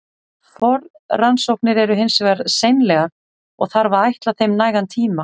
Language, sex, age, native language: Icelandic, female, 40-49, Icelandic